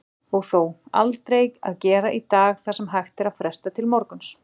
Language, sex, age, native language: Icelandic, female, 40-49, Icelandic